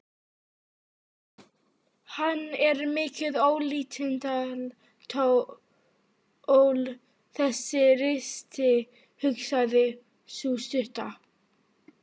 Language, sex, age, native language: Icelandic, female, 12, Icelandic